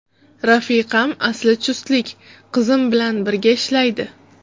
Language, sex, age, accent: Uzbek, female, 35+, Toshkent shahri